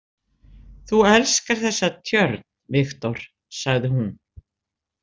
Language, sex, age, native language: Icelandic, female, 60-69, Icelandic